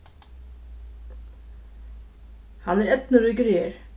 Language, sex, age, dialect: Faroese, female, 36-60, Suðuroy